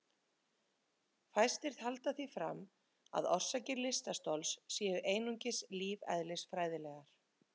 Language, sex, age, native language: Icelandic, female, 30-39, Icelandic